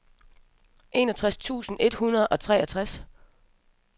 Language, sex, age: Danish, female, 27